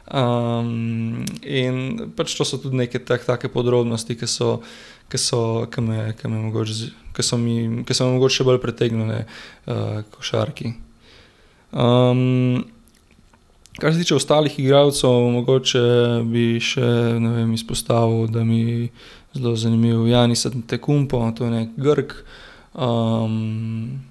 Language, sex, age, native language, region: Slovenian, male, 18-29, Slovenian, Gorenjska region